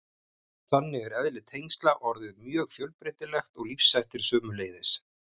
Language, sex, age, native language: Icelandic, male, 50-59, Icelandic